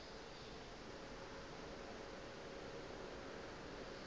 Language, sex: Northern Sotho, female